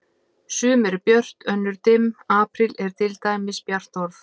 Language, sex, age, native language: Icelandic, female, 50-59, Icelandic